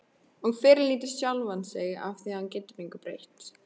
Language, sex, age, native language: Icelandic, female, 13, Icelandic